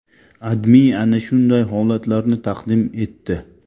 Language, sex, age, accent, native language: Uzbek, male, 25-34, Namangan, Tajik